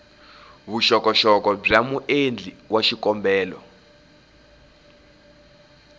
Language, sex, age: Tsonga, male, 18